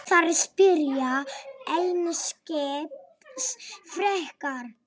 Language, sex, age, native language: Icelandic, female, 7, Polish